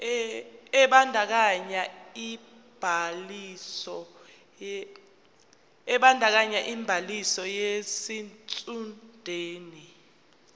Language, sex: Zulu, female